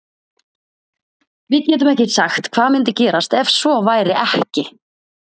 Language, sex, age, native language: Icelandic, female, 30-39, Icelandic